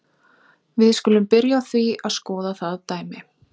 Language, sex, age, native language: Icelandic, female, 20-29, Icelandic